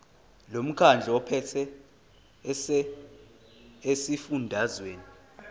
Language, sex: Zulu, male